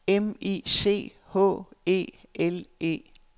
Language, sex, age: Danish, female, 69